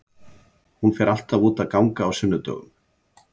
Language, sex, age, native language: Icelandic, male, 70-79, Icelandic